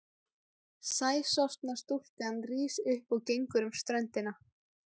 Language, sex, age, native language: Icelandic, female, 17, Icelandic